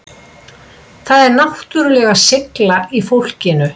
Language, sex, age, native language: Icelandic, female, 60-69, Icelandic